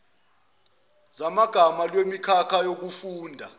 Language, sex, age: Zulu, male, 22